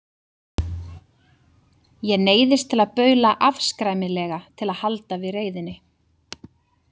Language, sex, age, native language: Icelandic, female, 30-39, Icelandic